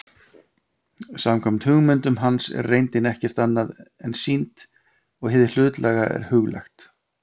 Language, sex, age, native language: Icelandic, male, 50-59, Icelandic